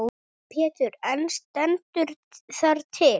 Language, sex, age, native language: Icelandic, female, 7, Icelandic